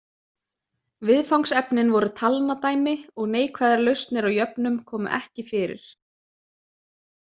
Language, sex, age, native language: Icelandic, female, 20-29, Icelandic